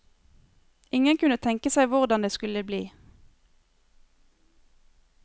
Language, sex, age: Norwegian, female, 23